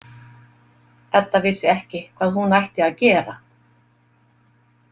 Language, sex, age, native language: Icelandic, female, 50-59, Icelandic